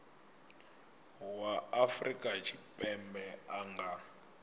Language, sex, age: Venda, male, 24